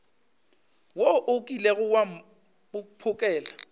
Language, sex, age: Northern Sotho, male, 25